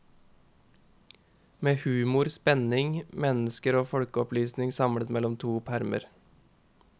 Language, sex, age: Norwegian, male, 21